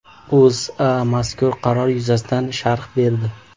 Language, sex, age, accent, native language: Uzbek, male, 18-24, Farg'ona, Uzbek